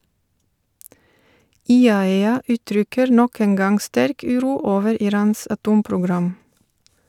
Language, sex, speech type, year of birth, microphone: Norwegian, female, read, 1970, Shure